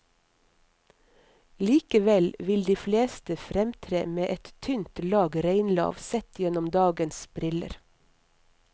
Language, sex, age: Norwegian, female, 50